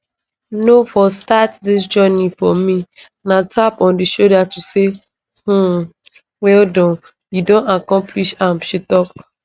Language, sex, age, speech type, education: Nigerian Pidgin, female, 15-29, spontaneous, tertiary